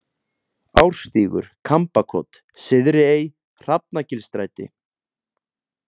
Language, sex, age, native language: Icelandic, male, 20-29, Icelandic